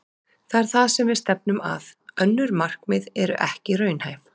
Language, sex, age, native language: Icelandic, female, 40-49, Icelandic